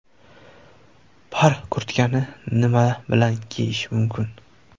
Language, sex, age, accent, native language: Uzbek, male, 18-24, Toshkent viloyati, Uzbek